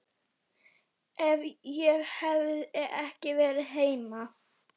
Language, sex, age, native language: Icelandic, female, 11, Icelandic